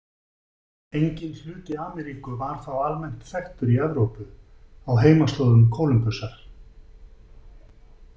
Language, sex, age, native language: Icelandic, male, 50-59, Icelandic